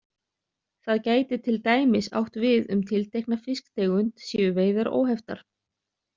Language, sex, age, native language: Icelandic, other, 30-39, Icelandic